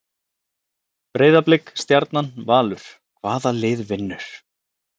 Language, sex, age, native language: Icelandic, male, 30-39, Icelandic